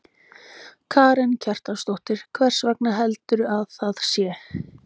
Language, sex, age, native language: Icelandic, female, 20-29, Icelandic